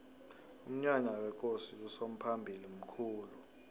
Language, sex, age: South Ndebele, male, 23